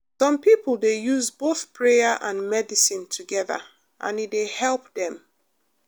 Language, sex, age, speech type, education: Nigerian Pidgin, female, 30-45, spontaneous, tertiary